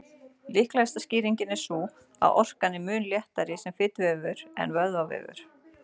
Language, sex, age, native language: Icelandic, female, 40-49, Icelandic